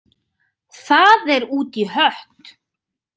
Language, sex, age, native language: Icelandic, female, 30-39, Icelandic